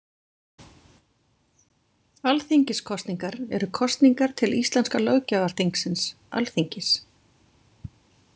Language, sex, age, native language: Icelandic, female, 40-49, Icelandic